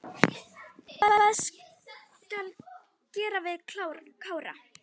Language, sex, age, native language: Icelandic, female, 9, Icelandic